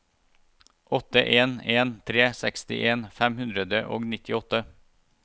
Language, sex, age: Norwegian, male, 41